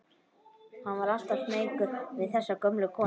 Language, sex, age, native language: Icelandic, male, 12, Icelandic